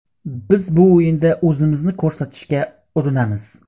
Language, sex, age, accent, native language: Uzbek, male, 18-24, Qashqadaryo, Uzbek